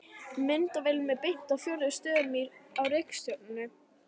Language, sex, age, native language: Icelandic, female, 11, Icelandic